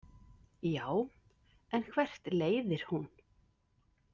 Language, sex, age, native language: Icelandic, female, 50-59, Icelandic